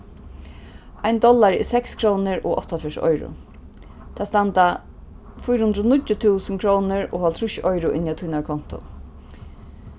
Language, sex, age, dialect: Faroese, female, 36-60, Suðurstreymoy